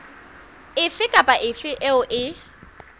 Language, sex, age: Southern Sotho, female, 20